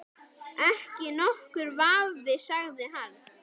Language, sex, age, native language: Icelandic, male, 10, Icelandic